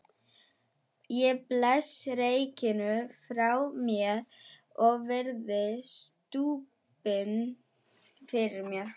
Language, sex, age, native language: Icelandic, female, 11, German